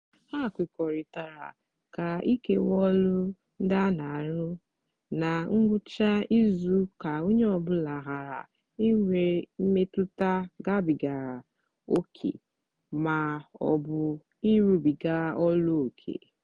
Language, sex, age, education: Igbo, female, 15-29, tertiary